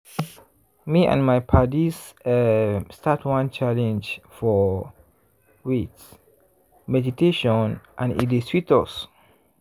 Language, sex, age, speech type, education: Nigerian Pidgin, male, 15-29, spontaneous, tertiary